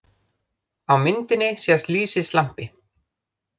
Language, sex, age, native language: Icelandic, other, 30-39, Icelandic